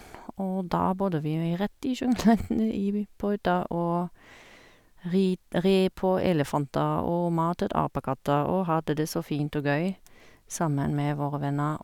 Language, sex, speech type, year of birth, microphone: Norwegian, female, spontaneous, 1971, Sennheiser